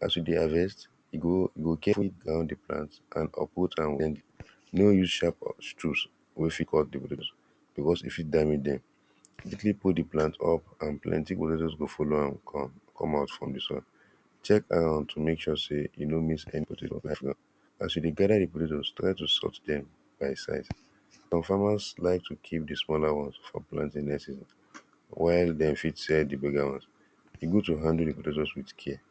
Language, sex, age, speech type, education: Nigerian Pidgin, male, 15-29, spontaneous, primary